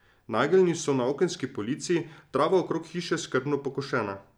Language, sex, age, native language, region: Slovenian, male, 30-49, Slovenian, Drava region